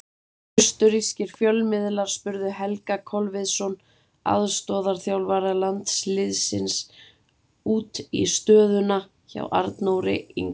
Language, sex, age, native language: Icelandic, female, 30-39, Icelandic